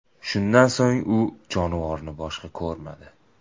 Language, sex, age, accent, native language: Uzbek, male, 18-24, Toshkent viloyati, Uzbek